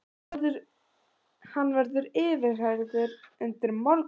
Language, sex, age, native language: Icelandic, other, 18-19, Icelandic